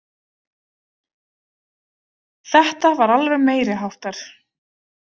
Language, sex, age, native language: Icelandic, female, 30-39, Icelandic